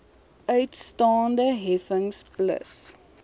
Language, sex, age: Afrikaans, female, 21